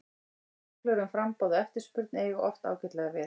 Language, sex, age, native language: Icelandic, female, 18-19, Icelandic